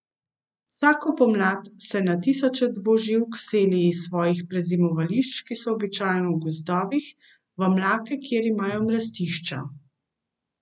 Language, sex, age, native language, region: Slovenian, female, 50-59, Slovenian, Central Slovenia